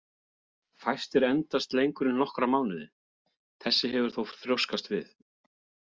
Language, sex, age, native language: Icelandic, male, 40-49, Icelandic